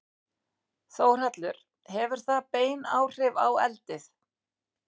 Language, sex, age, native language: Icelandic, female, 60-69, Icelandic